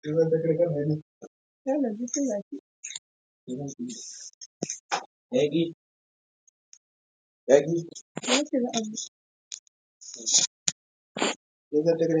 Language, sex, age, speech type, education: Hausa, female, 15-29, spontaneous, primary